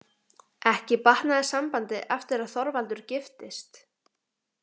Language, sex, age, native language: Icelandic, female, 18-19, Icelandic